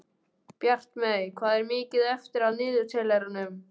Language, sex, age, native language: Icelandic, male, 12, Icelandic